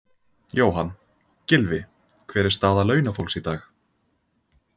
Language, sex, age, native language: Icelandic, male, 20-29, Icelandic